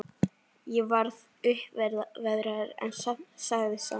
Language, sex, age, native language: Icelandic, male, 11, Icelandic